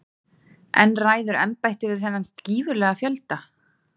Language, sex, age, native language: Icelandic, female, 30-39, Icelandic